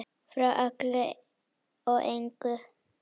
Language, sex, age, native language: Icelandic, female, 9, Icelandic